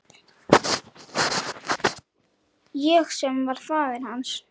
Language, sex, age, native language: Icelandic, female, 9, Icelandic